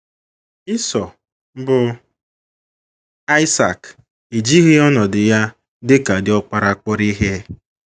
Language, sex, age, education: Igbo, female, 15-29, tertiary